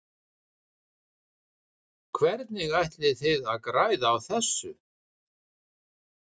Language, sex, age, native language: Icelandic, male, 60-69, Icelandic